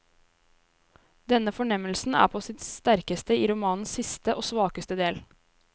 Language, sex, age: Norwegian, female, 23